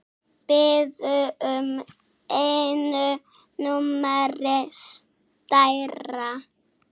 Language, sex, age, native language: Icelandic, female, 6, Icelandic